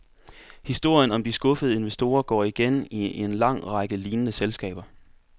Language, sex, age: Danish, male, 24